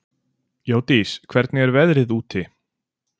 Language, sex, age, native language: Icelandic, male, 40-49, Icelandic